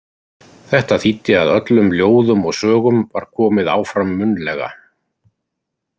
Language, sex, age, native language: Icelandic, male, 50-59, Icelandic